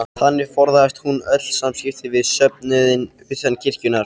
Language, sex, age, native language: Icelandic, male, 13, Icelandic